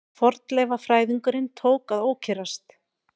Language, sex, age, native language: Icelandic, female, 40-49, Icelandic